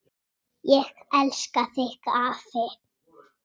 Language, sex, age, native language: Icelandic, female, 6, Icelandic